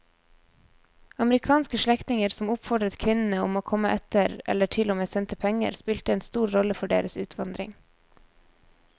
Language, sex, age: Norwegian, female, 24